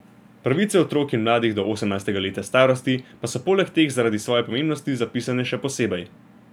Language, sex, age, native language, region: Slovenian, male, 18-29, Slovenian, Gorenjska region